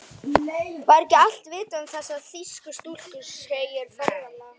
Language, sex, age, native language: Icelandic, male, 11, Icelandic